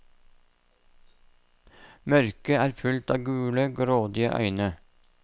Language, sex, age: Norwegian, male, 57